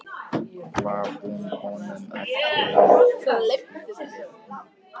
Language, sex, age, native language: Icelandic, male, 13, Icelandic